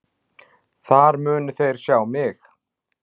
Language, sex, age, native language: Icelandic, male, 40-49, Icelandic